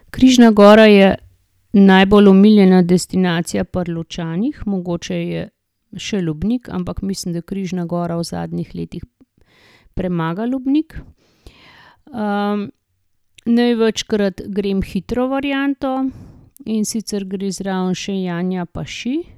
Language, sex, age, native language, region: Slovenian, female, 50-59, Slovenian, Gorenjska region